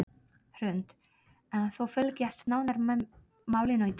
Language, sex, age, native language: Icelandic, female, 30-39, Polish